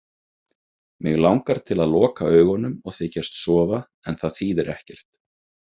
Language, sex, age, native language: Icelandic, male, 30-39, Icelandic